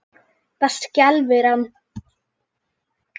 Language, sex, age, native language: Icelandic, female, 10, Icelandic